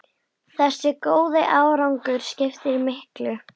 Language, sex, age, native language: Icelandic, female, 10, Icelandic